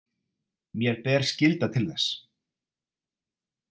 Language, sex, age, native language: Icelandic, male, 30-39, Icelandic